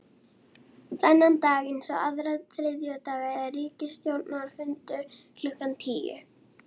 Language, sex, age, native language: Icelandic, female, 11, Icelandic